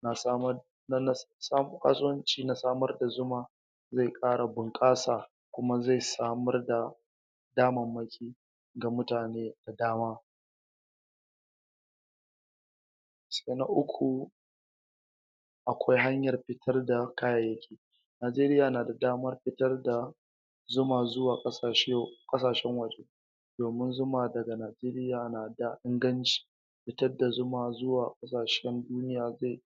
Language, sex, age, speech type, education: Hausa, male, 46-60, spontaneous, tertiary